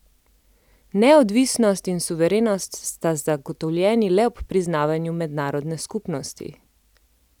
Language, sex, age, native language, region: Slovenian, female, 30-49, Slovenian, Central Slovenia